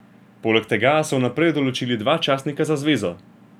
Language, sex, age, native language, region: Slovenian, male, 18-29, Slovenian, Gorenjska region